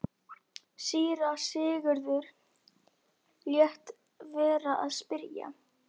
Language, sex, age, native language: Icelandic, female, 11, Icelandic